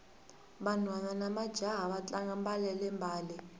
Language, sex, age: Tsonga, female, 18